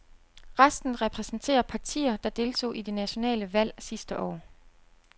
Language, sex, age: Danish, female, 29